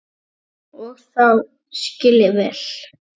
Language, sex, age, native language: Icelandic, male, 9, Icelandic